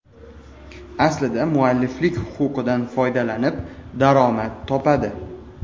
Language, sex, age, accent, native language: Uzbek, male, 18-24, Farg'ona, Uzbek